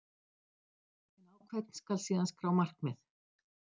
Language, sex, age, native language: Icelandic, female, 60-69, Icelandic